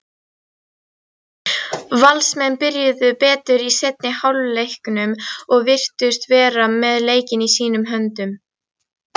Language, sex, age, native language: Icelandic, female, 40-49, Icelandic